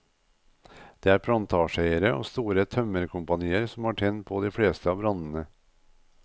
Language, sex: Norwegian, male